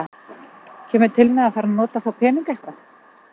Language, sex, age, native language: Icelandic, female, 40-49, Icelandic